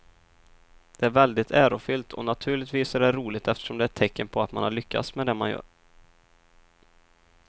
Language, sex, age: Swedish, male, 23